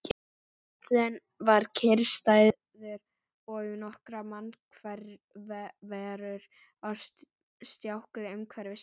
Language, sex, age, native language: Icelandic, female, 11, Icelandic